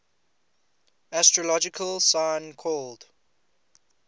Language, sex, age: English, male, 20